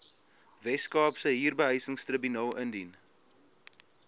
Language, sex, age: Afrikaans, male, 22